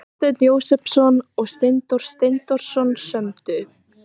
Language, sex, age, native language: Icelandic, female, 18-19, Icelandic